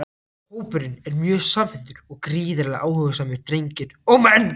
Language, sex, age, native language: Icelandic, other, 18-19, Icelandic